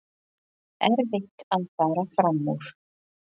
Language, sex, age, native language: Icelandic, female, 20-29, Icelandic